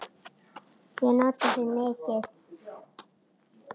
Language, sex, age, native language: Icelandic, female, 10, Icelandic